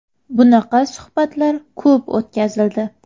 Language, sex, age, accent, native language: Uzbek, female, 19-29, Samarqand, Uzbek